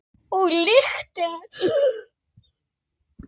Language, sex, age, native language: Icelandic, female, 9, Icelandic